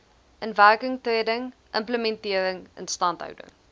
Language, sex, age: Afrikaans, female, 20